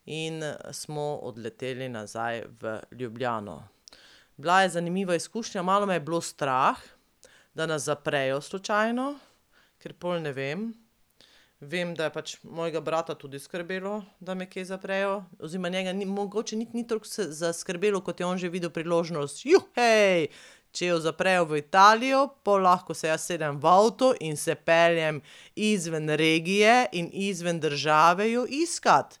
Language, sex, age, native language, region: Slovenian, female, 30-49, Slovenian, Pomurje region